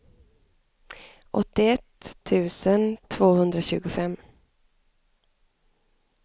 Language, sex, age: Swedish, female, 25